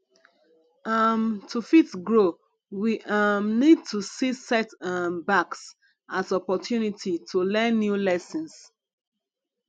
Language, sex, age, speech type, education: Nigerian Pidgin, female, 30-45, spontaneous, tertiary